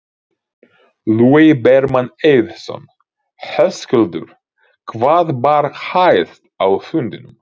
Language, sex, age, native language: Icelandic, male, 30-39, Ukrainian